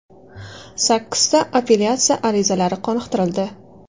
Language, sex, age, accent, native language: Uzbek, female, 19-29, Qashqadaryo, Uzbek